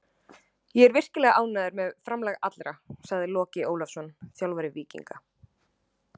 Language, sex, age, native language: Icelandic, female, 20-29, Icelandic